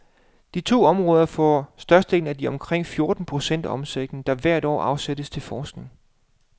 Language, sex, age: Danish, male, 35